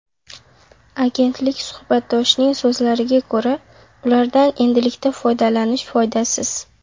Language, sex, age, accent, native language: Uzbek, female, under 19, Qashqadaryo, Uzbek